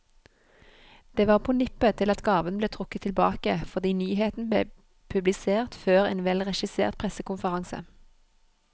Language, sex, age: Norwegian, female, 31